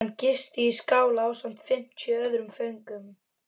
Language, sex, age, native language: Icelandic, female, 12, Icelandic